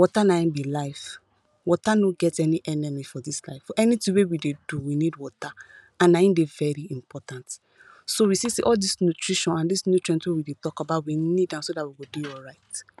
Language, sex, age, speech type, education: Nigerian Pidgin, female, 15-29, spontaneous, tertiary